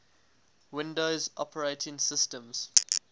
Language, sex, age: English, male, 19